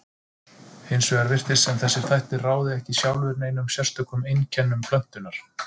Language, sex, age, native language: Icelandic, male, 30-39, Icelandic